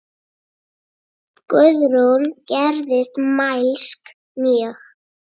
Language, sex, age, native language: Icelandic, male, 8, Icelandic